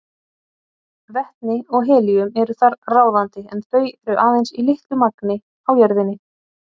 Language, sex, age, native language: Icelandic, female, 30-39, Icelandic